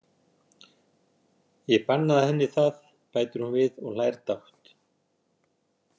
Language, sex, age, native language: Icelandic, male, 60-69, Icelandic